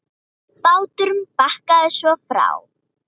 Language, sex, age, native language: Icelandic, female, 30-39, Icelandic